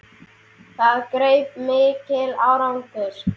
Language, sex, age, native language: Icelandic, male, 10, Icelandic